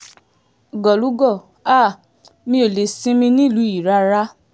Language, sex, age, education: Yoruba, female, 15-29, tertiary